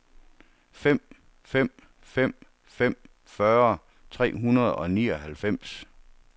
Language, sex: Danish, male